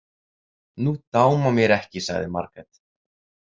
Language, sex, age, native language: Icelandic, male, 30-39, Icelandic